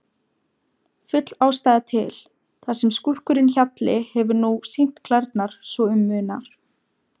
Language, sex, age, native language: Icelandic, female, 17, Icelandic